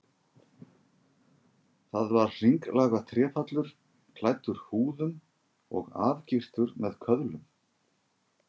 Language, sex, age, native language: Icelandic, male, 50-59, Icelandic